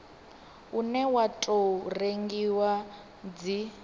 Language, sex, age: Venda, female, 18